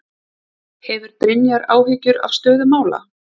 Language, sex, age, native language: Icelandic, female, 30-39, Icelandic